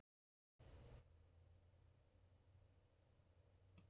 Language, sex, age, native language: Icelandic, male, 60-69, Icelandic